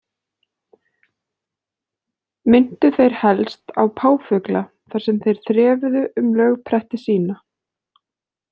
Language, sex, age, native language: Icelandic, female, 20-29, Icelandic